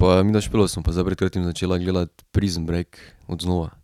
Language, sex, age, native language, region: Slovenian, male, 18-29, Slovenian, Drava region